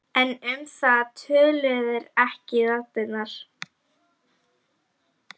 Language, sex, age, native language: Icelandic, female, 11, Icelandic